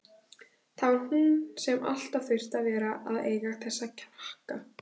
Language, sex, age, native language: Icelandic, female, 16, Icelandic